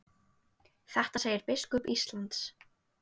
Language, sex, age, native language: Icelandic, female, 18-19, Icelandic